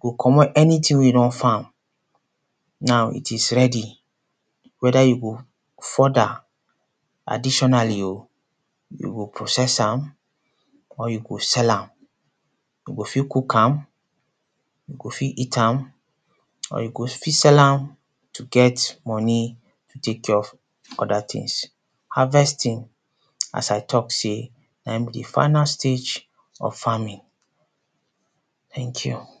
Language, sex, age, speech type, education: Nigerian Pidgin, male, 30-45, spontaneous, secondary